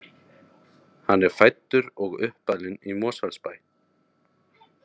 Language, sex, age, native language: Icelandic, male, 30-39, Icelandic